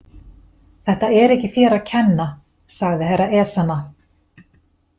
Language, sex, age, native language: Icelandic, female, 40-49, Icelandic